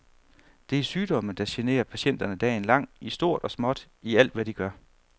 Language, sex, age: Danish, male, 31